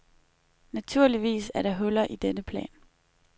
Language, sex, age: Danish, female, 21